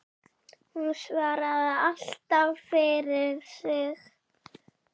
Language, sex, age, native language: Icelandic, female, 6, Icelandic